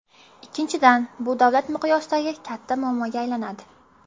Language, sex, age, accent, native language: Uzbek, female, 18-24, Qashqadaryo, Uzbek